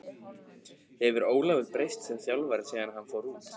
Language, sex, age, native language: Icelandic, male, 15, Icelandic